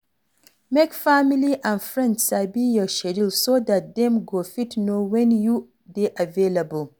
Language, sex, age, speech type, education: Nigerian Pidgin, female, 46-60, read, tertiary